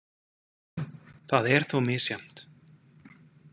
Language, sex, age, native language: Icelandic, male, 40-49, Icelandic